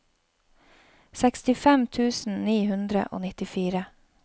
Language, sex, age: Norwegian, female, 31